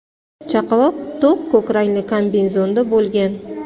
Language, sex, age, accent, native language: Uzbek, female, 35+, Toshkent shahri, Uzbek